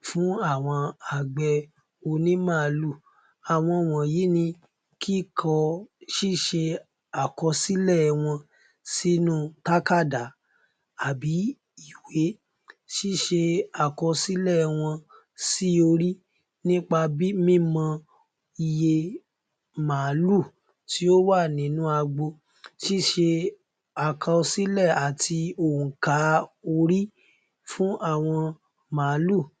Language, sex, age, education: Yoruba, male, 15-29, tertiary